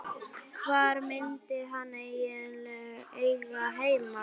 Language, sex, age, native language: Icelandic, female, 9, Icelandic